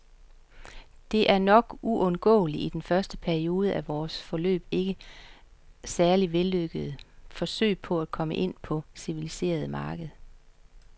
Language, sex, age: Danish, female, 50